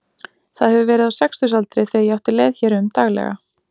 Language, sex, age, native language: Icelandic, female, 20-29, Icelandic